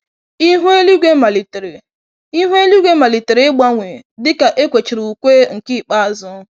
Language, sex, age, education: Igbo, female, 15-29, tertiary